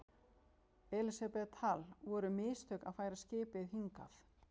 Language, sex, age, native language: Icelandic, female, 50-59, Icelandic